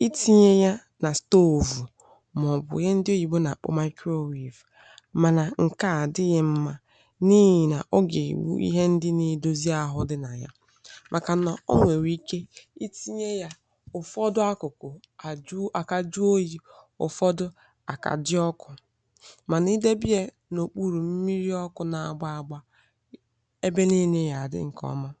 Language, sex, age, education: Igbo, female, 15-29, tertiary